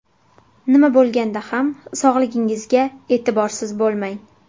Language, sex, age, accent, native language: Uzbek, female, 18-24, Buxoro, Uzbek